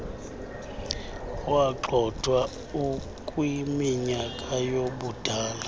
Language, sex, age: Xhosa, male, 35